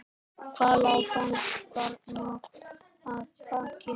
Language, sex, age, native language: Icelandic, male, 10, Icelandic